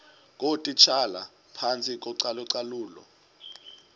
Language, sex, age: Xhosa, male, 20